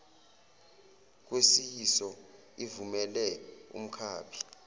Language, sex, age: Zulu, male, 24